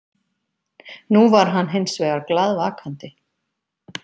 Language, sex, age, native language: Icelandic, female, 50-59, Icelandic